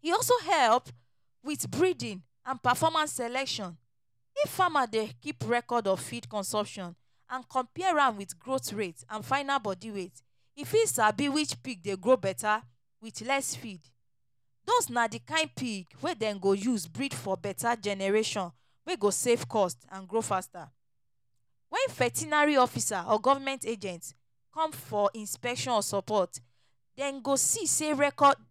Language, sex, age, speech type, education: Nigerian Pidgin, female, 30-45, spontaneous, tertiary